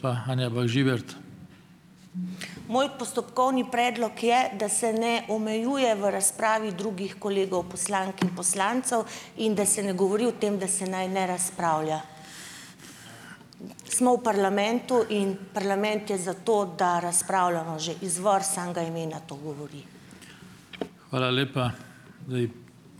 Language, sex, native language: Slovenian, female, Slovenian